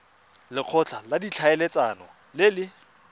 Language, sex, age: Tswana, male, 24